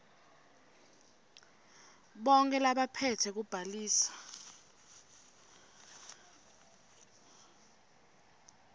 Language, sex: Swati, female